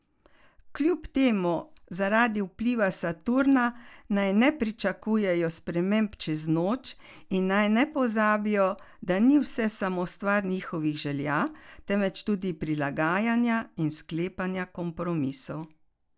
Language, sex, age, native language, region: Slovenian, female, 60+, Slovenian, Carinthia region